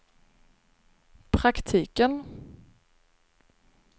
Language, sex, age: Swedish, female, 26